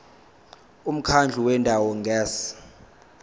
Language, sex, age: Zulu, male, 21